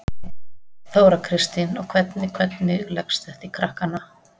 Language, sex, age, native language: Icelandic, female, 40-49, Icelandic